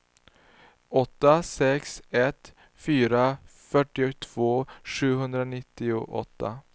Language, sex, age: Swedish, male, 19